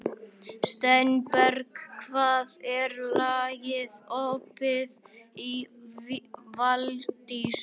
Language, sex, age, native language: Icelandic, male, 11, Icelandic